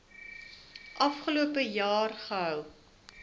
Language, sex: Afrikaans, female